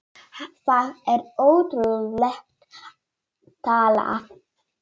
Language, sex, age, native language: Icelandic, female, 9, Polish